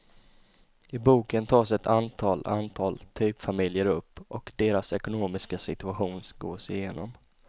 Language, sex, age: Swedish, male, 20